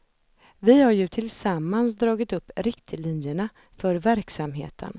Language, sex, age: Swedish, female, 32